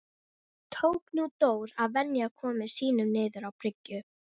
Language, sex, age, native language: Icelandic, female, 13, Icelandic